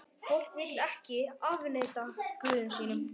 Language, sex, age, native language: Icelandic, male, 11, Icelandic